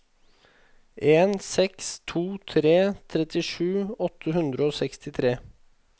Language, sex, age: Norwegian, male, 21